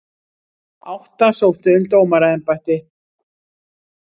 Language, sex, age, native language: Icelandic, female, 60-69, Icelandic